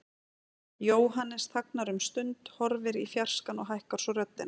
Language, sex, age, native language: Icelandic, female, 40-49, Icelandic